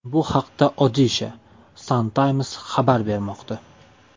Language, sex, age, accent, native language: Uzbek, male, 18-24, Toshkent shahri, Uzbek